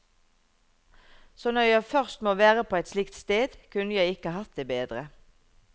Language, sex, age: Norwegian, female, 51